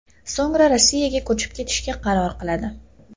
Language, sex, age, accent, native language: Uzbek, female, 18-24, Toshkent shahri, Uzbek